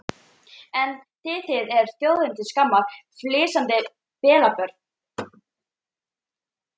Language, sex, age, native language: Icelandic, female, 12, Icelandic